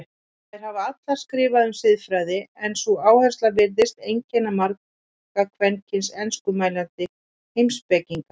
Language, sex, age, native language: Icelandic, female, 40-49, Icelandic